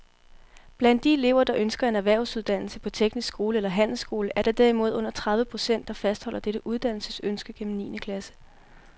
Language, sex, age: Danish, female, 18